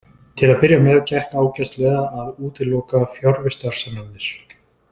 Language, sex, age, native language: Icelandic, male, 20-29, Icelandic